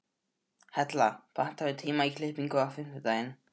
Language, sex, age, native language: Icelandic, male, 12, Icelandic